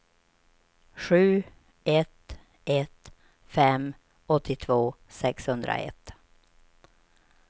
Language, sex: Swedish, female